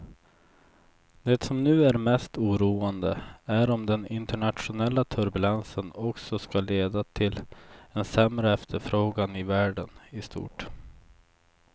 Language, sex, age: Swedish, male, 24